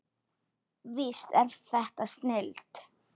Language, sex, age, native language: Icelandic, female, 10, Icelandic